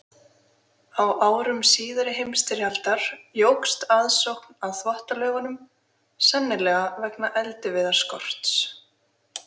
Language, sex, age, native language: Icelandic, female, 20-29, Icelandic